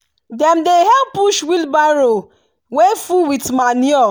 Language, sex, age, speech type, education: Nigerian Pidgin, female, 30-45, spontaneous, tertiary